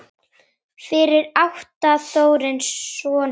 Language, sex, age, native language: Icelandic, female, 10, Icelandic